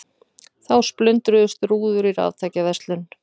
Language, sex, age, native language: Icelandic, female, 40-49, Icelandic